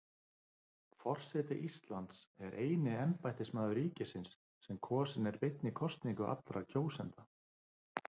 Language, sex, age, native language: Icelandic, male, 50-59, Icelandic